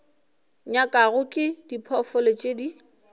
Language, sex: Northern Sotho, female